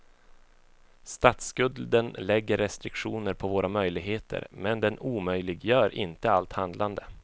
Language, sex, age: Swedish, male, 24